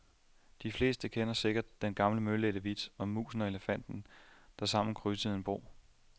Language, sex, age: Danish, male, 27